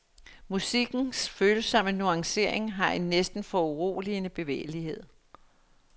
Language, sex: Danish, female